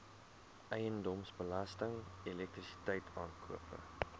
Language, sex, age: Afrikaans, male, 22